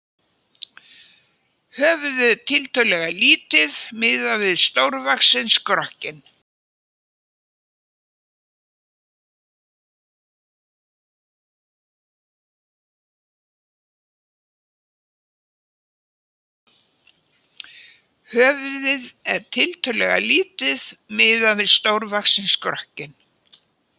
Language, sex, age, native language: Icelandic, female, 80-89, Icelandic